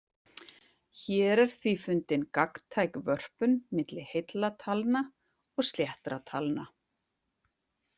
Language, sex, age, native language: Icelandic, female, 40-49, Icelandic